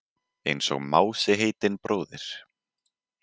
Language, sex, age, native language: Icelandic, male, 20-29, Icelandic